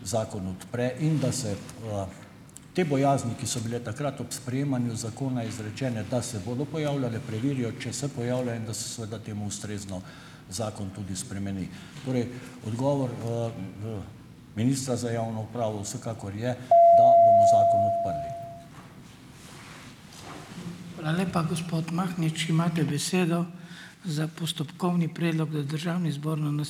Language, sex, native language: Slovenian, male, Slovenian